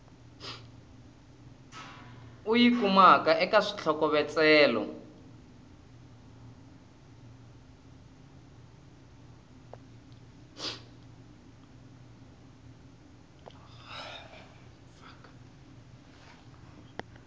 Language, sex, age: Tsonga, male, 20